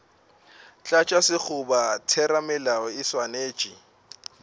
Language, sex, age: Northern Sotho, male, 24